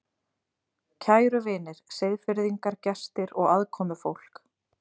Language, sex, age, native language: Icelandic, female, 30-39, Icelandic